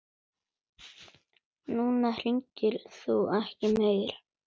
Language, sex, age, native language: Icelandic, male, 9, Icelandic